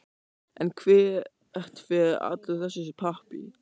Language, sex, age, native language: Icelandic, male, 14, German